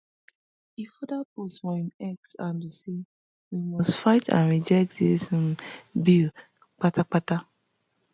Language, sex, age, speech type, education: Nigerian Pidgin, female, 15-29, spontaneous, tertiary